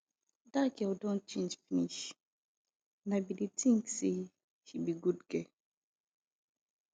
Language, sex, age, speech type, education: Nigerian Pidgin, female, 15-29, spontaneous, tertiary